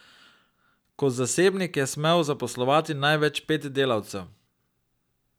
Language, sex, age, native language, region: Slovenian, male, 30-49, Slovenian, Drava region